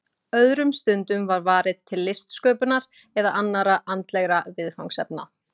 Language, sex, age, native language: Icelandic, female, 20-29, Icelandic